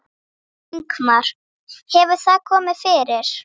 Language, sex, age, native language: Icelandic, female, 7, Icelandic